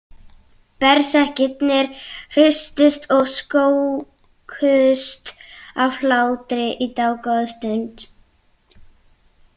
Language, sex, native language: Icelandic, other, Icelandic